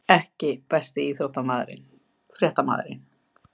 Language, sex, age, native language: Icelandic, female, 50-59, Icelandic